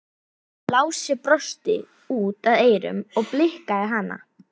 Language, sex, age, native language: Icelandic, female, 11, Icelandic